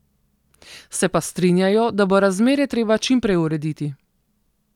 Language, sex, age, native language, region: Slovenian, female, 30-49, Slovenian, Southeast Slovenia